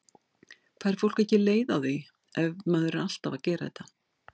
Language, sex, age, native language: Icelandic, female, 60-69, Icelandic